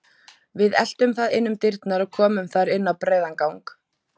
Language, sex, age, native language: Icelandic, female, 20-29, Icelandic